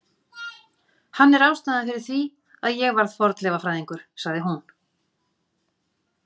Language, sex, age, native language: Icelandic, female, 40-49, Icelandic